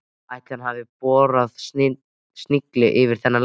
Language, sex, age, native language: Icelandic, male, 13, Icelandic